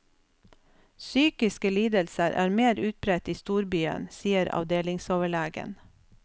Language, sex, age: Norwegian, female, 47